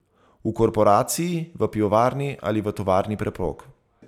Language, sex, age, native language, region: Slovenian, male, 30-49, Slovenian, Zasavska region